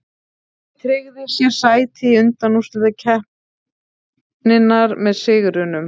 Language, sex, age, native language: Icelandic, female, 30-39, Icelandic